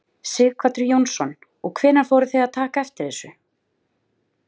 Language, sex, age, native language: Icelandic, female, 30-39, Icelandic